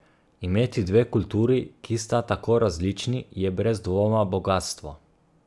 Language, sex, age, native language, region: Slovenian, male, 30-49, Slovenian, Gorica region